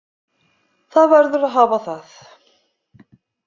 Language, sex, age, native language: Icelandic, female, 50-59, Icelandic